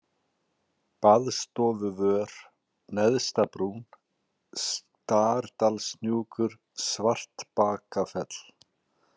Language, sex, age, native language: Icelandic, male, 40-49, Icelandic